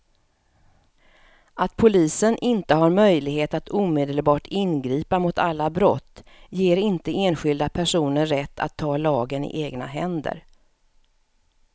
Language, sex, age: Swedish, female, 54